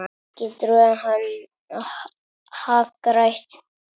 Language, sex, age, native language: Icelandic, male, 7, Icelandic